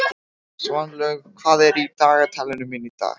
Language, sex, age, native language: Icelandic, male, 18-19, Icelandic